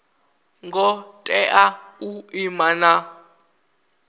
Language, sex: Venda, male